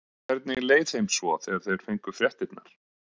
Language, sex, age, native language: Icelandic, male, 30-39, Icelandic